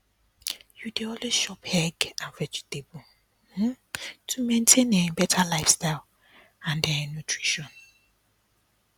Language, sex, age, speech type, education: Nigerian Pidgin, female, 15-29, spontaneous, tertiary